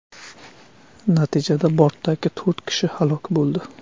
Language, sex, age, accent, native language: Uzbek, male, 25-34, Qashqadaryo, Uzbek